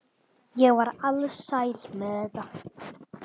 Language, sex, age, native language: Icelandic, male, 10, Icelandic